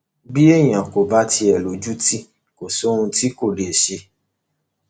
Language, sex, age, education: Yoruba, male, 15-29, tertiary